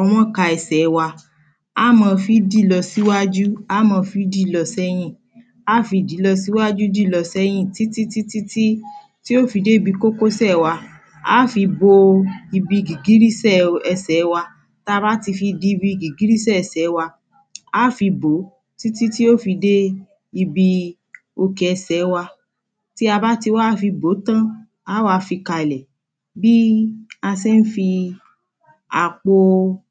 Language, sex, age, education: Yoruba, female, 30-45, primary